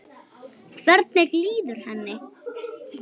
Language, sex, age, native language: Icelandic, female, 8, Icelandic